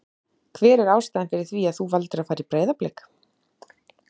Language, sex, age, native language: Icelandic, female, 30-39, Icelandic